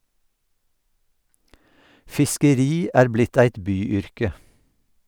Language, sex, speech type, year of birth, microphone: Norwegian, male, read, 1952, Sennheiser